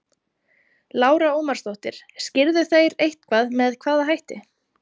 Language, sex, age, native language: Icelandic, female, 30-39, Icelandic